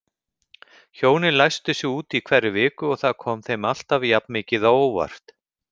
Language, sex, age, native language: Icelandic, male, 50-59, Icelandic